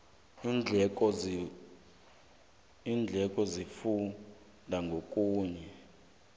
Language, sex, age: South Ndebele, male, 18